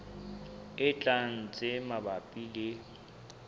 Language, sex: Southern Sotho, male